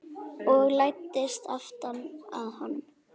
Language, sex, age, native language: Icelandic, female, 9, Icelandic